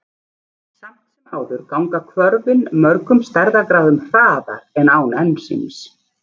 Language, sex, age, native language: Icelandic, female, 40-49, Icelandic